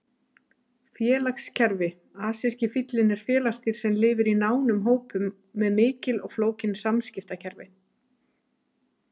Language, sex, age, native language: Icelandic, female, 30-39, Icelandic